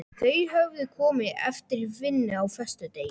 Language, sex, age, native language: Icelandic, male, 11, Polish